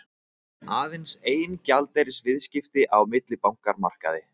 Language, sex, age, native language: Icelandic, male, 20-29, Icelandic